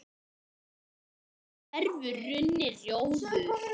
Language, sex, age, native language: Icelandic, male, 10, Icelandic